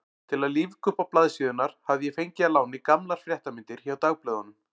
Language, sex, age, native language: Icelandic, male, 40-49, Icelandic